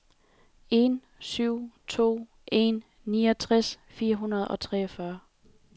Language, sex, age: Danish, female, 28